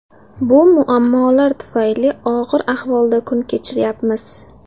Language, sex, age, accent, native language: Uzbek, female, 19-29, Samarqand, Uzbek